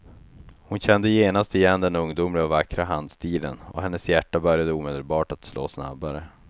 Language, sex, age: Swedish, male, 36